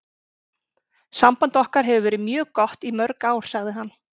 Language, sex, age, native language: Icelandic, female, 30-39, Icelandic